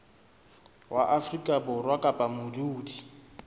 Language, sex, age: Southern Sotho, male, 26